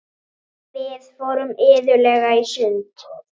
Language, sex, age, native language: Icelandic, female, 9, Icelandic